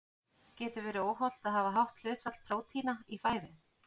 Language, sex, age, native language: Icelandic, female, 40-49, Icelandic